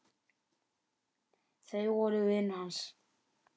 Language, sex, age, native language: Icelandic, male, 10, Icelandic